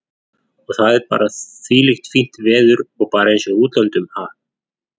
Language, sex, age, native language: Icelandic, male, 40-49, Icelandic